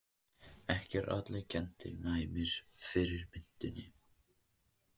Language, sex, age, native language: Icelandic, male, 18-19, Icelandic